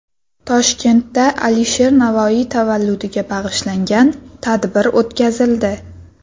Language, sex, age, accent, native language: Uzbek, female, 18-24, Sirdaryo, Uzbek